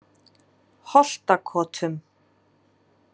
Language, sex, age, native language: Icelandic, female, 30-39, Icelandic